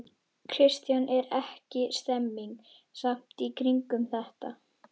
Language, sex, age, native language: Icelandic, female, 11, Icelandic